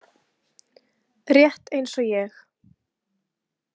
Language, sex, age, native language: Icelandic, female, 20-29, Icelandic